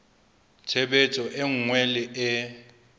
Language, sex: Southern Sotho, male